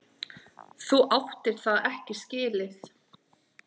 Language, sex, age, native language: Icelandic, male, 8, Icelandic